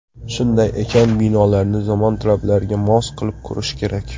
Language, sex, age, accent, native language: Uzbek, male, 19-29, Xorazm, Uzbek